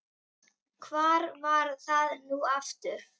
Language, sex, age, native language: Icelandic, female, 10, Icelandic